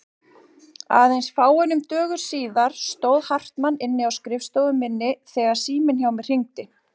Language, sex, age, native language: Icelandic, female, 40-49, Icelandic